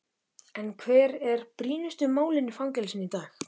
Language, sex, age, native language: Icelandic, male, 12, Icelandic